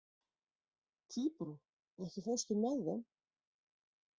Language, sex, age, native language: Icelandic, female, 40-49, Icelandic